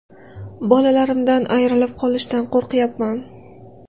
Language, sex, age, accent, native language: Uzbek, female, 19-29, Qashqadaryo, Uzbek